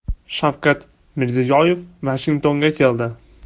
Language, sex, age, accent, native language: Uzbek, male, 18-24, Toshkent viloyati, Uzbek